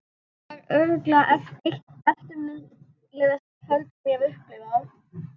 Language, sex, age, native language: Icelandic, male, 30-39, Icelandic